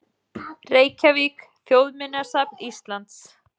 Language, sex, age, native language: Icelandic, female, 40-49, Icelandic